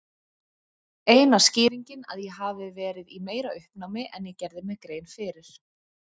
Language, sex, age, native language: Icelandic, female, 20-29, Icelandic